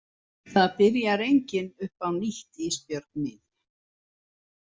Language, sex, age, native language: Icelandic, female, 70-79, Icelandic